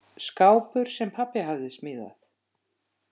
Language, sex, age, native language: Icelandic, female, 50-59, Icelandic